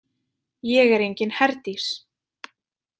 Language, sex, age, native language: Icelandic, female, 20-29, Icelandic